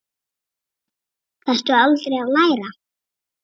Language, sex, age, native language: Icelandic, female, 7, Icelandic